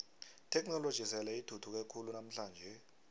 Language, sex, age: South Ndebele, male, 23